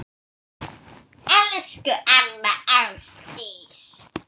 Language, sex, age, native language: Icelandic, female, 9, Icelandic